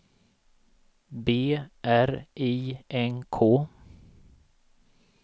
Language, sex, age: Swedish, male, 37